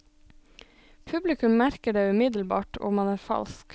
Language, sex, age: Norwegian, female, 26